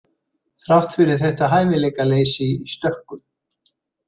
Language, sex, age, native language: Icelandic, male, 70-79, Icelandic